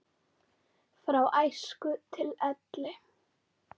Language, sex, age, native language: Icelandic, female, 9, Icelandic